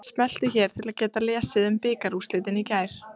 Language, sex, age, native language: Icelandic, female, 30-39, Icelandic